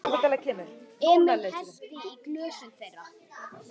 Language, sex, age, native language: Icelandic, male, 8, Icelandic